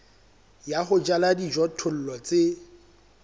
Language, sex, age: Southern Sotho, male, 23